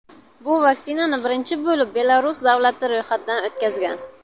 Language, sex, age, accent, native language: Uzbek, female, 19-29, Buxoro, Uzbek